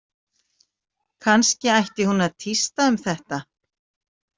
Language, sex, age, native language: Icelandic, female, 40-49, Icelandic